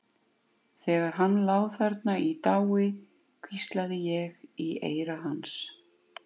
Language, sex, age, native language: Icelandic, female, 50-59, Icelandic